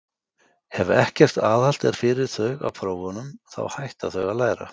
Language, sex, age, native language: Icelandic, male, 50-59, Icelandic